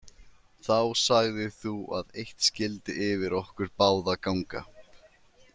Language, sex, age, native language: Icelandic, male, 20-29, Icelandic